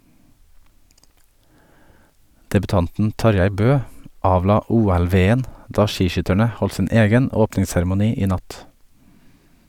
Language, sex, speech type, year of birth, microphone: Norwegian, male, read, 1979, Sennheiser